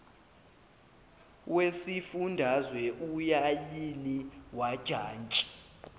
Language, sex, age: Zulu, male, 19